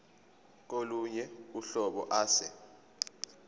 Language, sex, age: Zulu, male, 25